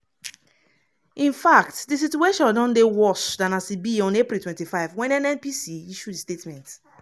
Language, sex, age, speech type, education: Nigerian Pidgin, female, 30-45, spontaneous, tertiary